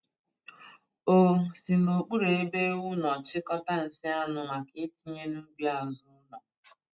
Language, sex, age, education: Igbo, female, 30-45, tertiary